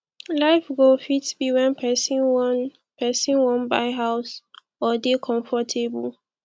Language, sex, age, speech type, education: Nigerian Pidgin, female, 15-29, spontaneous, tertiary